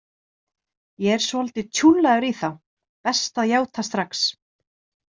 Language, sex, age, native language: Icelandic, female, 30-39, Icelandic